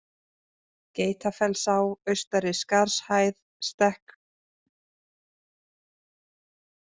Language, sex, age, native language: Icelandic, female, 20-29, Icelandic